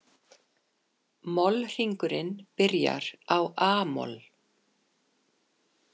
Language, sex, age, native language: Icelandic, female, 50-59, Icelandic